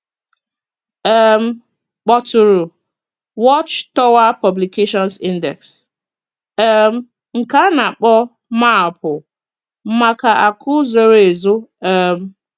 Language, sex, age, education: Igbo, female, 30-45, tertiary